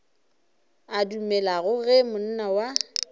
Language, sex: Northern Sotho, female